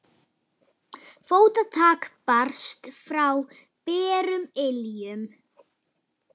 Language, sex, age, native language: Icelandic, female, 9, Icelandic